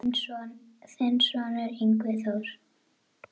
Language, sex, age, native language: Icelandic, female, 8, Icelandic